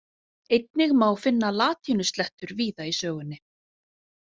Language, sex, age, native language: Icelandic, female, 40-49, Icelandic